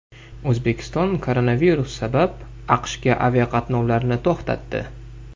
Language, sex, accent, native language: Uzbek, male, Farg'ona, Uzbek